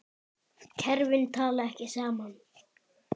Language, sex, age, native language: Icelandic, male, 10, Icelandic